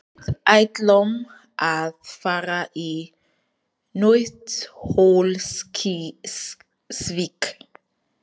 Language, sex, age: Icelandic, female, 20-29